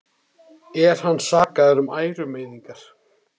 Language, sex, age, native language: Icelandic, male, 30-39, Icelandic